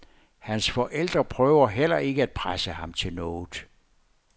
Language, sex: Danish, male